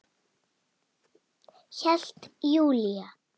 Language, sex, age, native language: Icelandic, female, 8, Icelandic